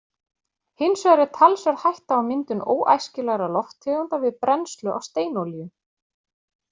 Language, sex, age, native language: Icelandic, female, 40-49, Icelandic